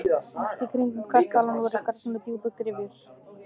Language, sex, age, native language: Icelandic, male, 13, Icelandic